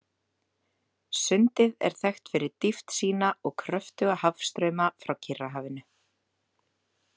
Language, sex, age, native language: Icelandic, female, 30-39, Icelandic